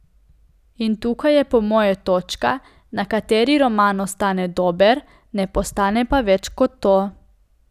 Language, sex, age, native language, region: Slovenian, female, 18-29, Slovenian, Coastal Karst region